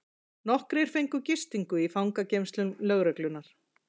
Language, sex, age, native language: Icelandic, female, 40-49, Icelandic